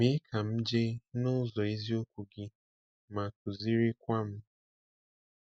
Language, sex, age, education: Igbo, male, 15-29, tertiary